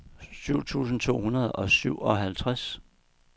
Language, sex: Danish, male